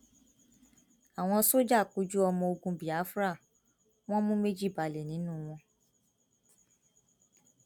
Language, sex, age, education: Yoruba, female, 15-29, tertiary